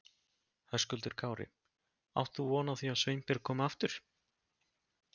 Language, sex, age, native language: Icelandic, male, 20-29, Icelandic